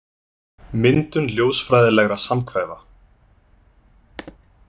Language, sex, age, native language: Icelandic, male, 20-29, Icelandic